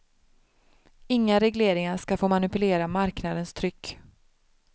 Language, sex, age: Swedish, female, 31